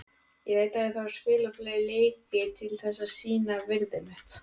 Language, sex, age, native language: Icelandic, male, 18-19, Icelandic